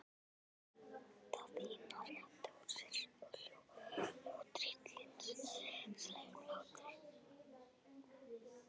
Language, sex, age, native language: Icelandic, female, 11, Icelandic